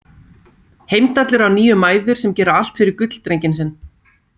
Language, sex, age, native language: Icelandic, female, 30-39, Icelandic